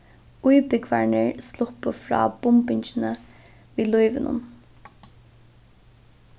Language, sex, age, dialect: Faroese, female, 15-35, Norðuroyggjar